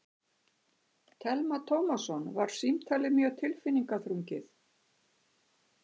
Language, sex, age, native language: Icelandic, female, 60-69, Icelandic